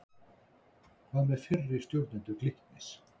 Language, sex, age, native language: Icelandic, male, 60-69, Icelandic